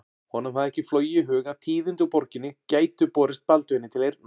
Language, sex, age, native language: Icelandic, male, 40-49, Icelandic